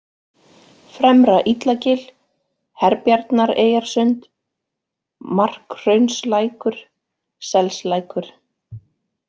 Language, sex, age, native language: Icelandic, female, 40-49, Icelandic